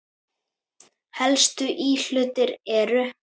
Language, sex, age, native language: Icelandic, female, 10, Icelandic